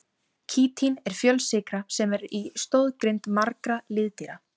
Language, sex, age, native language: Icelandic, female, 17, Icelandic